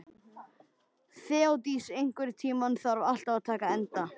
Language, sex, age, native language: Icelandic, male, 13, Icelandic